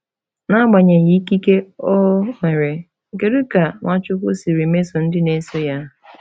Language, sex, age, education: Igbo, female, 15-29, tertiary